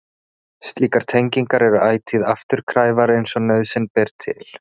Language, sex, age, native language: Icelandic, male, 30-39, Icelandic